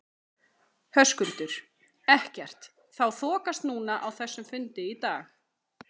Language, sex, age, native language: Icelandic, female, 30-39, Icelandic